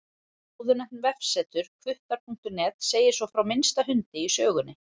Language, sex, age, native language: Icelandic, female, 40-49, Icelandic